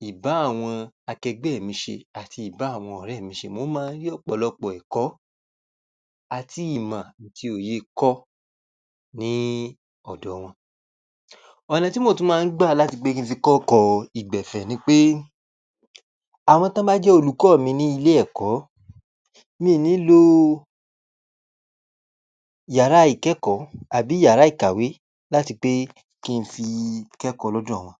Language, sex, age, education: Yoruba, male, 46-60, tertiary